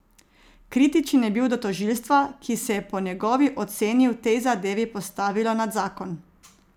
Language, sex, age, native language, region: Slovenian, female, 30-49, Slovenian, Zasavska region